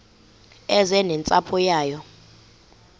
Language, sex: Xhosa, female